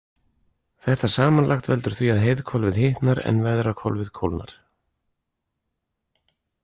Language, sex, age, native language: Icelandic, male, 40-49, Icelandic